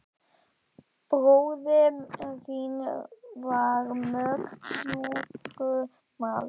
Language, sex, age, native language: Icelandic, female, 12, Icelandic